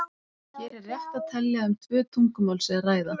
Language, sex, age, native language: Icelandic, female, 30-39, Icelandic